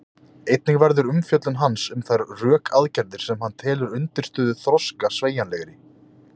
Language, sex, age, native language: Icelandic, male, 20-29, Icelandic